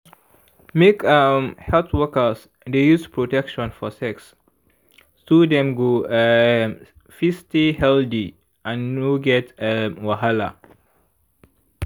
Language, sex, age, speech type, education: Nigerian Pidgin, male, 15-29, spontaneous, tertiary